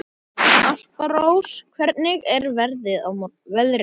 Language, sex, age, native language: Icelandic, male, 11, Icelandic